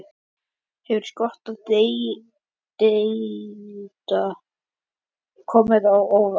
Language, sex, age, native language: Icelandic, male, 11, Icelandic